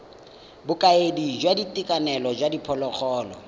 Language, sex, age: Tswana, male, 19